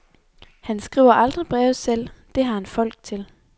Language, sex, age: Danish, female, 23